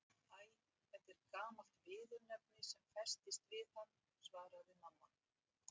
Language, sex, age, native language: Icelandic, female, 60-69, Icelandic